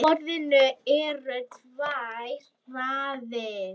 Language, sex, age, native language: Icelandic, female, 9, Icelandic